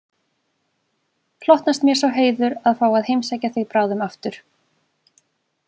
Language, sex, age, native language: Icelandic, female, 20-29, Icelandic